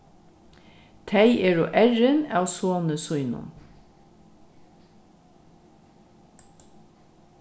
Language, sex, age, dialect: Faroese, female, 36-60, Norðurstreymoy/Eysturoy